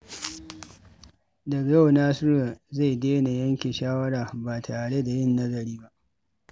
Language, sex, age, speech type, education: Hausa, male, 46-60, read, secondary